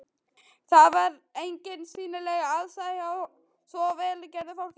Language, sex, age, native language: Icelandic, female, 12, Icelandic